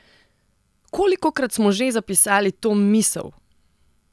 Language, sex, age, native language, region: Slovenian, female, 30-49, Serbian, Central Slovenia